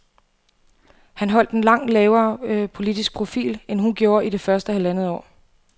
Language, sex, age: Danish, female, 28